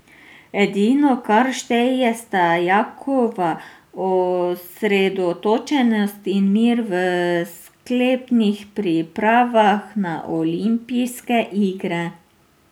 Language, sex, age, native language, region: Slovenian, female, 30-49, Slovenian, Drava region